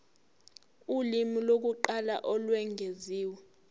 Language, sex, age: Zulu, female, 18